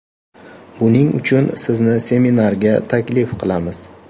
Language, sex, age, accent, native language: Uzbek, male, 25-34, Toshkent shahri, Uzbek